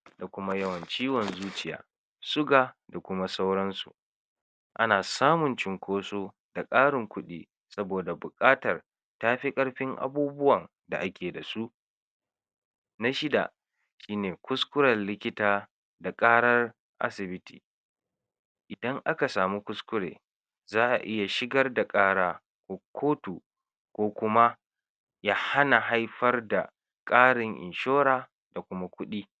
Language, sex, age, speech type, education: Hausa, male, 60+, spontaneous, tertiary